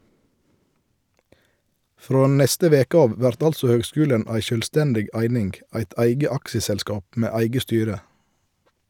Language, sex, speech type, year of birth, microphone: Norwegian, male, read, 1971, Shure